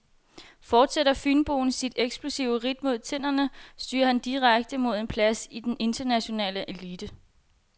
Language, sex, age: Danish, female, 21